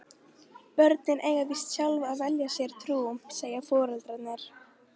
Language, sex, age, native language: Icelandic, female, 13, Icelandic